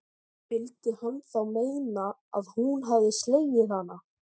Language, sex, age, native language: Icelandic, male, 13, Icelandic